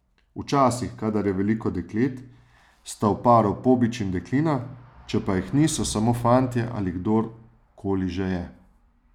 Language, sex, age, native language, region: Slovenian, male, 30-49, Slovenian, Savinja region